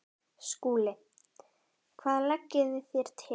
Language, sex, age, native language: Icelandic, female, 10, Icelandic